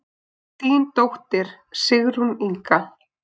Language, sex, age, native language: Icelandic, male, 7, Icelandic